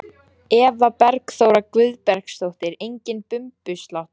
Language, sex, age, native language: Icelandic, female, 14, Icelandic